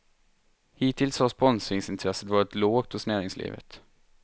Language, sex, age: Swedish, male, 23